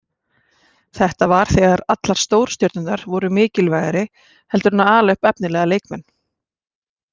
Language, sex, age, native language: Icelandic, female, 40-49, Icelandic